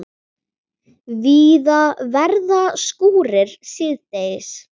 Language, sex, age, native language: Icelandic, female, 40-49, Icelandic